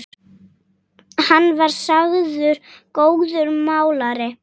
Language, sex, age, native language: Icelandic, female, 8, Icelandic